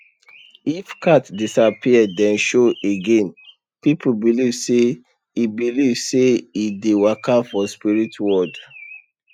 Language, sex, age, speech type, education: Nigerian Pidgin, male, 30-45, spontaneous, tertiary